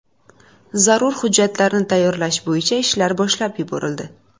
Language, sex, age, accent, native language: Uzbek, female, 18-24, Buxoro, Uzbek